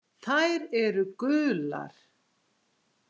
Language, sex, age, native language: Icelandic, female, 60-69, Icelandic